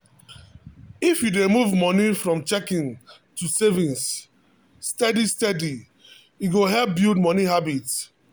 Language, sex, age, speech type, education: Nigerian Pidgin, male, 30-45, spontaneous, tertiary